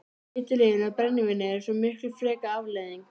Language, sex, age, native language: Icelandic, female, 13, Icelandic